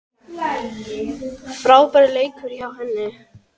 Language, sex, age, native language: Icelandic, male, 10, Icelandic